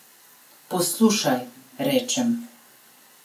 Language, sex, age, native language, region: Slovenian, female, 30-49, Slovenian, Gorenjska region